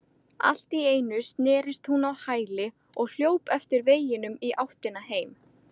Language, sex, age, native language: Icelandic, female, 20-29, Icelandic